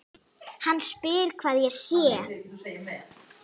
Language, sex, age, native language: Icelandic, female, 8, Icelandic